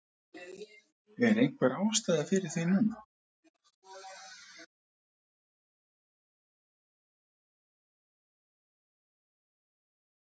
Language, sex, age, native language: Icelandic, male, 50-59, Icelandic